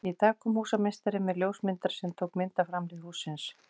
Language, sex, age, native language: Icelandic, female, 40-49, Icelandic